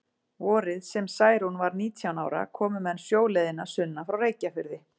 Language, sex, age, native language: Icelandic, female, 40-49, Icelandic